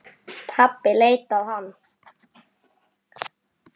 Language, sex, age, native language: Icelandic, male, 9, Icelandic